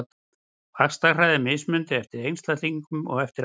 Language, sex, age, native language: Icelandic, male, 60-69, Icelandic